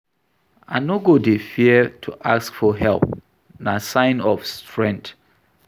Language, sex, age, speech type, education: Nigerian Pidgin, male, 46-60, read, tertiary